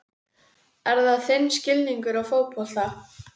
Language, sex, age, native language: Icelandic, female, 12, Icelandic